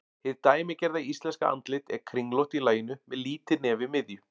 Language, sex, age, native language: Icelandic, male, 40-49, Icelandic